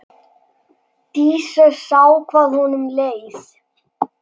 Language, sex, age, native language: Icelandic, male, 10, Icelandic